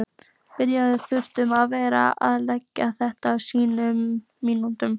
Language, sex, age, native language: Icelandic, female, 15, Icelandic